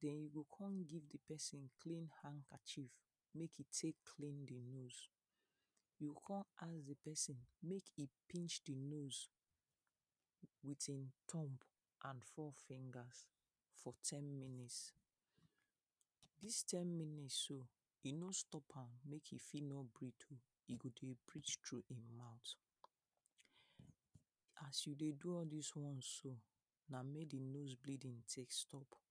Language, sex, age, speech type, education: Nigerian Pidgin, female, 30-45, spontaneous, secondary